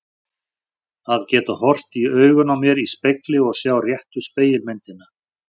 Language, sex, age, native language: Icelandic, male, 40-49, Icelandic